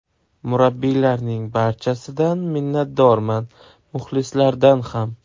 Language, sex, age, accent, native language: Uzbek, male, 18-24, Samarqand, Uzbek